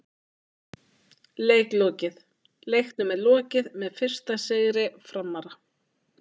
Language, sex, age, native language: Icelandic, female, 20-29, Icelandic